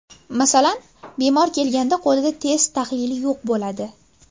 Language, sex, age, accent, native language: Uzbek, female, under 19, Farg'ona, Uzbek